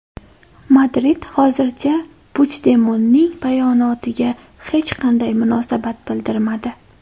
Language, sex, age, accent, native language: Uzbek, female, 18-24, Toshkent shahri, Uzbek